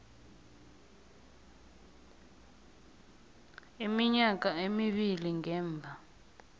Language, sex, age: South Ndebele, female, 21